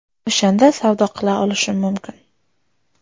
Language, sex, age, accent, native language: Uzbek, female, 18-24, Surxondaryo, Uzbek